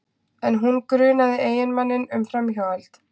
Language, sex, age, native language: Icelandic, female, 20-29, Icelandic